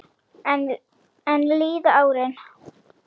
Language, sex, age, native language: Icelandic, female, 9, Icelandic